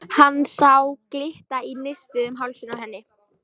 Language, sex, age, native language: Icelandic, female, 14, Icelandic